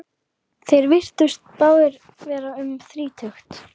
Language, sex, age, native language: Icelandic, female, 11, Icelandic